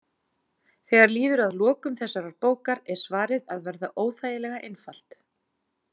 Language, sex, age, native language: Icelandic, female, 40-49, Icelandic